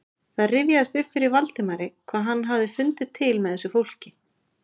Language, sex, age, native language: Icelandic, female, 30-39, Icelandic